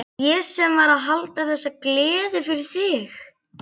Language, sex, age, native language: Icelandic, female, 11, Icelandic